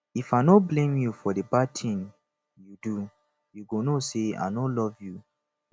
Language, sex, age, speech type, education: Nigerian Pidgin, male, 15-29, spontaneous, tertiary